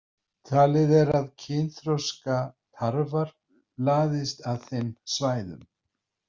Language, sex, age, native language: Icelandic, male, 50-59, Icelandic